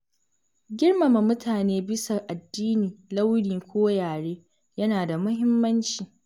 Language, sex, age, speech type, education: Hausa, female, 15-29, read, secondary